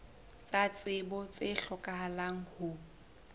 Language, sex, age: Southern Sotho, female, 20